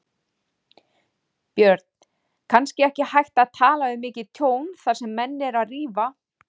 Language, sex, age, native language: Icelandic, female, 40-49, Icelandic